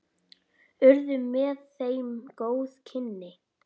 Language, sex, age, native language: Icelandic, female, 9, Icelandic